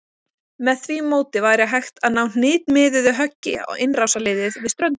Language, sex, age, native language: Icelandic, female, 20-29, Icelandic